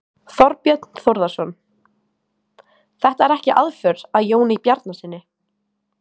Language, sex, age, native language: Icelandic, female, 18-19, Icelandic